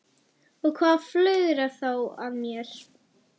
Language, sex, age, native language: Icelandic, female, 11, Icelandic